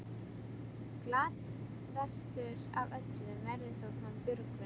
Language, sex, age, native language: Icelandic, female, 12, Icelandic